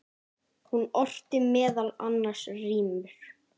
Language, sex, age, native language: Icelandic, female, 9, Icelandic